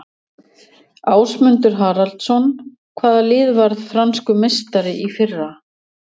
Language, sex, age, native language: Icelandic, female, 60-69, Icelandic